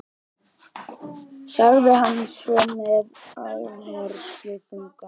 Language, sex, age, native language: Icelandic, female, 50-59, Icelandic